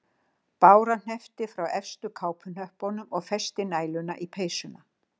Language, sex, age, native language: Icelandic, female, 60-69, Icelandic